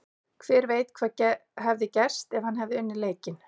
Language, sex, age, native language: Icelandic, female, 40-49, Icelandic